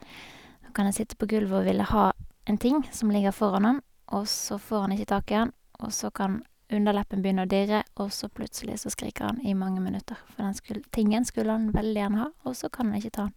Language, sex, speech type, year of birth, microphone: Norwegian, female, spontaneous, 1985, Sennheiser